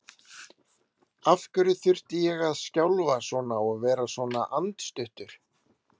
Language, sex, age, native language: Icelandic, male, 30-39, Icelandic